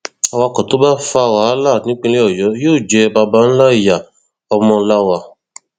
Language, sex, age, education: Yoruba, male, 15-29, tertiary